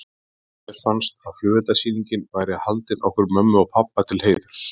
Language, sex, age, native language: Icelandic, male, 30-39, Icelandic